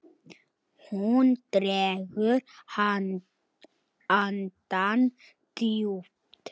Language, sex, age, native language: Icelandic, male, 9, Icelandic